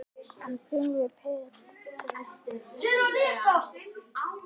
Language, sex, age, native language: Icelandic, male, 10, Icelandic